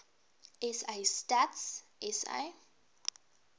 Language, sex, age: Afrikaans, female, 23